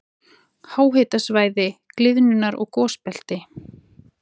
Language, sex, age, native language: Icelandic, female, 40-49, Icelandic